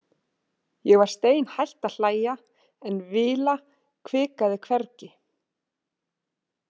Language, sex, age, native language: Icelandic, female, 30-39, Icelandic